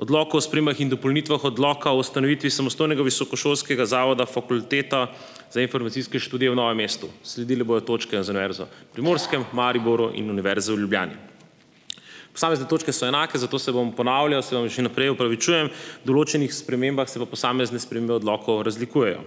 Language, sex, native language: Slovenian, male, Slovenian